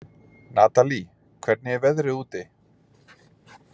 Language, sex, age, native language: Icelandic, male, 40-49, Icelandic